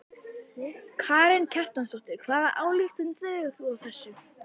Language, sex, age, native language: Icelandic, female, 11, Icelandic